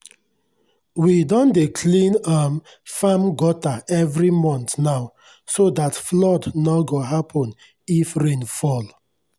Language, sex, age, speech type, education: Nigerian Pidgin, male, 30-45, spontaneous, tertiary